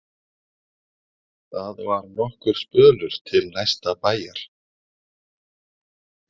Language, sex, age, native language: Icelandic, male, 40-49, Icelandic